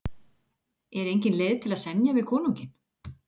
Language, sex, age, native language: Icelandic, female, 40-49, Icelandic